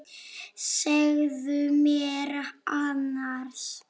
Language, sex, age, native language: Icelandic, female, 7, Polish